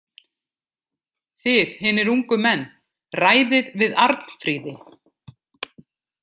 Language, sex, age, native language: Icelandic, female, 50-59, Icelandic